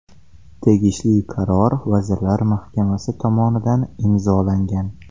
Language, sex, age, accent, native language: Uzbek, male, 18-24, Xorazm, Uzbek